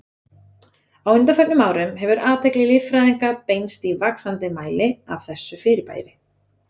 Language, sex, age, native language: Icelandic, female, 20-29, Icelandic